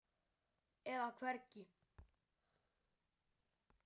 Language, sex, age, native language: Icelandic, male, 9, Icelandic